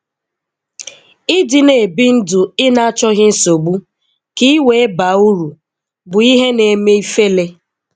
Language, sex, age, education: Igbo, female, 15-29, tertiary